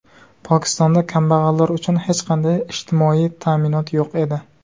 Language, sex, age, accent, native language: Uzbek, male, 19-29, Surxondaryo, Uzbek